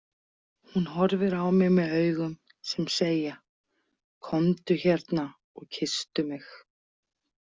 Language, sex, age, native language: Icelandic, female, 40-49, Icelandic